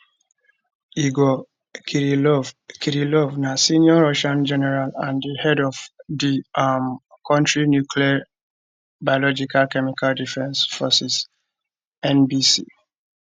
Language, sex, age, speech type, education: Nigerian Pidgin, male, 15-29, spontaneous, tertiary